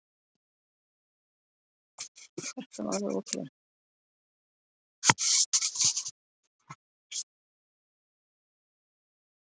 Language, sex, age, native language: Icelandic, female, 50-59, Danish